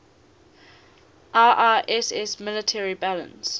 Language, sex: English, female